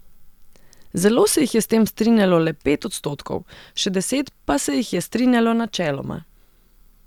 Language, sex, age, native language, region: Slovenian, female, 30-49, Serbian, Central Slovenia